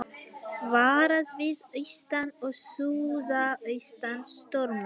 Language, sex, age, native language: Icelandic, female, 18-19, Icelandic